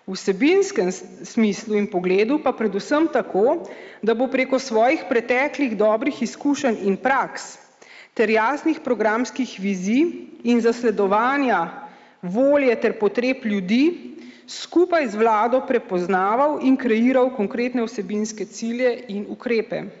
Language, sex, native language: Slovenian, female, Slovenian